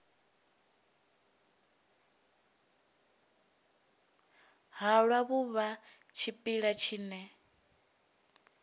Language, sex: Venda, female